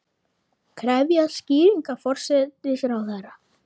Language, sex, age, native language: Icelandic, female, 30-39, Icelandic